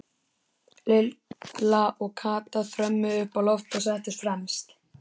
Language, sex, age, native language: Icelandic, male, 13, Icelandic